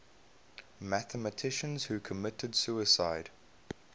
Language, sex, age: English, male, 22